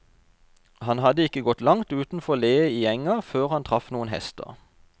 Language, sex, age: Norwegian, male, 32